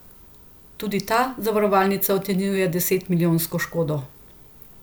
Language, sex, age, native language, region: Slovenian, female, 50-59, Slovenian, Central Slovenia